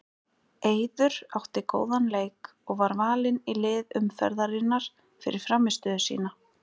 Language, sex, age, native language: Icelandic, female, 20-29, Icelandic